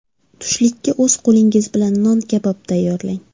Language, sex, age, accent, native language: Uzbek, female, 25-34, Surxondaryo, Uzbek